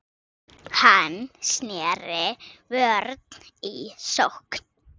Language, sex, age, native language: Icelandic, female, 6, Icelandic